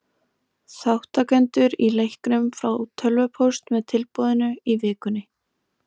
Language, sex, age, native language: Icelandic, female, 20-29, Icelandic